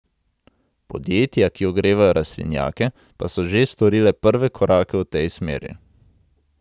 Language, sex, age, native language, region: Slovenian, male, 18-29, Slovenian, Central Slovenia